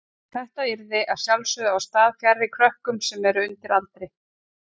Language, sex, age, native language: Icelandic, female, 40-49, Icelandic